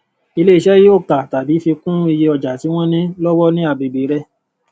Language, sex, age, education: Yoruba, male, 30-45, tertiary